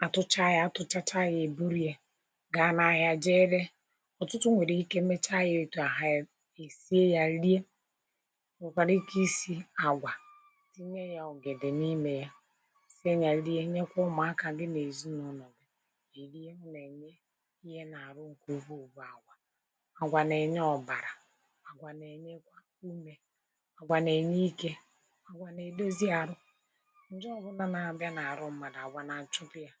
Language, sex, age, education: Igbo, female, 30-45, tertiary